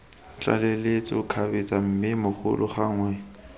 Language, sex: Tswana, male